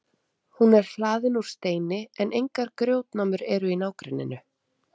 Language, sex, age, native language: Icelandic, female, 30-39, Icelandic